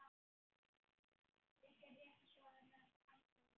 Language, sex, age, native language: Icelandic, male, 9, Icelandic